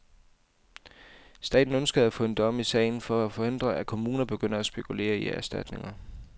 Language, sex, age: Danish, male, 28